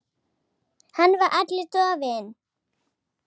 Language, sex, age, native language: Icelandic, female, 8, Icelandic